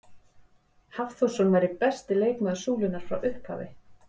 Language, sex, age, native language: Icelandic, female, 40-49, Icelandic